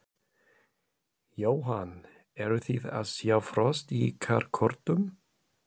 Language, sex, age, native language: Icelandic, male, 30-39, German